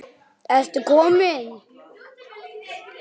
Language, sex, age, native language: Icelandic, male, 10, Icelandic